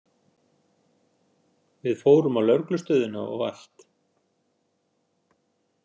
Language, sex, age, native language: Icelandic, male, 60-69, Icelandic